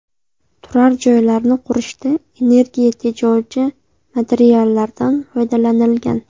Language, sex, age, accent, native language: Uzbek, female, 18-24, Namangan, Uzbek